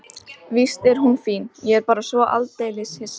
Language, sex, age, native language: Icelandic, female, 12, Icelandic